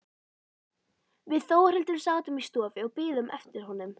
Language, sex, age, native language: Icelandic, female, 11, Icelandic